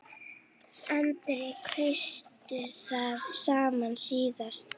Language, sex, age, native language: Icelandic, female, 8, Icelandic